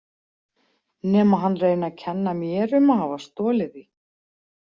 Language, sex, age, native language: Icelandic, female, 40-49, Icelandic